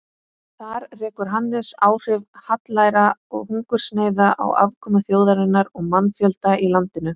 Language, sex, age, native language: Icelandic, female, 20-29, Icelandic